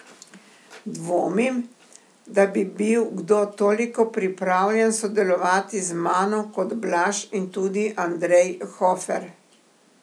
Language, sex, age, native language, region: Slovenian, female, 60+, Slovenian, Primorsko-notranjska region